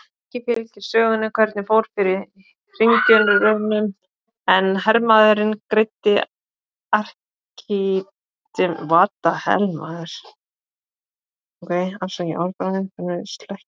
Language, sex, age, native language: Icelandic, female, 20-29, Icelandic